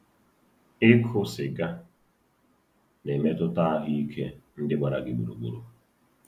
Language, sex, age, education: Igbo, male, 30-45, tertiary